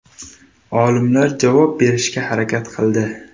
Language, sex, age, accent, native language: Uzbek, male, 18-24, Surxondaryo, Uzbek